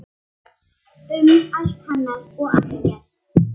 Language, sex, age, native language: Icelandic, male, 8, Icelandic